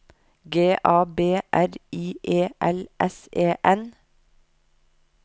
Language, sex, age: Norwegian, female, 30